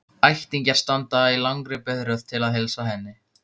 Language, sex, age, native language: Icelandic, male, 15, Icelandic